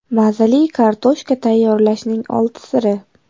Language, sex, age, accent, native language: Uzbek, female, 18-24, Namangan, Uzbek